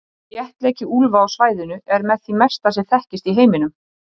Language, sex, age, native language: Icelandic, male, 30-39, Icelandic